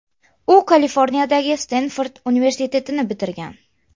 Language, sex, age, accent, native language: Uzbek, female, under 19, Namangan, Uzbek